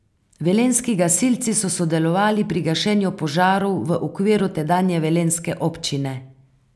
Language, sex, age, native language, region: Slovenian, female, 50-59, Slovenian, Carinthia region